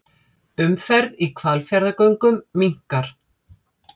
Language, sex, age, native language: Icelandic, female, 50-59, Icelandic